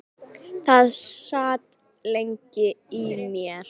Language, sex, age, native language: Icelandic, female, 18-19, Icelandic